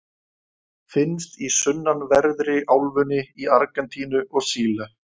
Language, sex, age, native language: Icelandic, male, 20-29, Icelandic